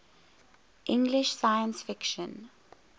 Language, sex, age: English, female, 21